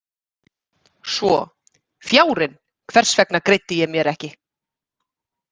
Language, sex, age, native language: Icelandic, female, 30-39, Icelandic